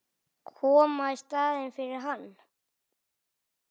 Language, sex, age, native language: Icelandic, male, 9, Icelandic